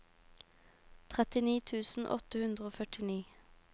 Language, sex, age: Norwegian, female, 18